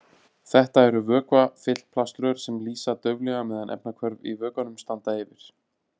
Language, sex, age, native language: Icelandic, male, 30-39, Icelandic